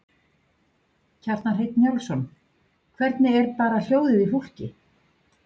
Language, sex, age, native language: Icelandic, female, 50-59, Icelandic